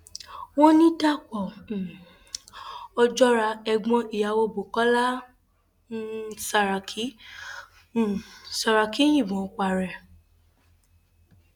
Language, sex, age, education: Yoruba, female, 15-29, tertiary